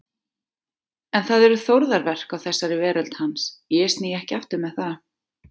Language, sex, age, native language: Icelandic, female, 40-49, Icelandic